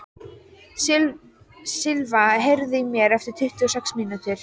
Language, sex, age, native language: Icelandic, female, 14, Icelandic